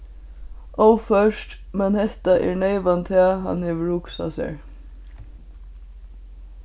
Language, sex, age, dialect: Faroese, female, 15-35, Suðurstreymoy